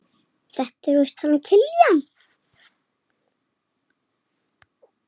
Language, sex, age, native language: Icelandic, male, 7, Icelandic